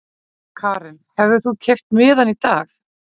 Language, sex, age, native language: Icelandic, female, 40-49, Icelandic